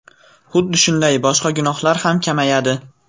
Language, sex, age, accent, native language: Uzbek, male, 18-24, Farg'ona, Uzbek